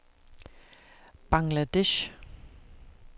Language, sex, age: Danish, female, 41